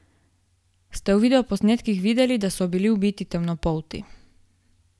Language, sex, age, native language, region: Slovenian, female, 18-29, Slovenian, Gorica region